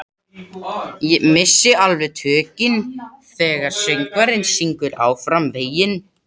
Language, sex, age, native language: Icelandic, male, 80-89, Swedish